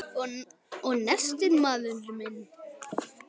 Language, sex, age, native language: Icelandic, male, 10, Icelandic